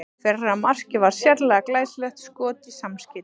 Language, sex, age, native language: Icelandic, female, 30-39, Icelandic